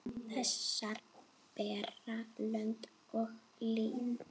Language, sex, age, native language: Icelandic, female, 8, Icelandic